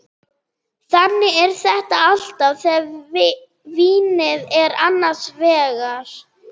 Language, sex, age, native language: Icelandic, female, 30-39, German